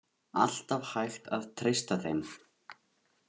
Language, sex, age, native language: Icelandic, male, 18-19, Icelandic